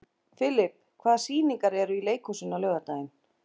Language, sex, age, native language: Icelandic, female, 11, Icelandic